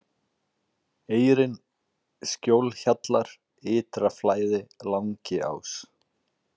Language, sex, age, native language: Icelandic, male, 40-49, Icelandic